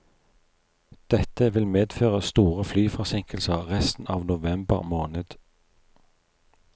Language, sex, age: Norwegian, male, 43